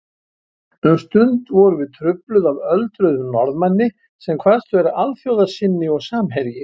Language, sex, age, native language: Icelandic, male, 70-79, Icelandic